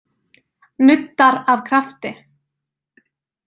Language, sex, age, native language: Icelandic, female, 20-29, Icelandic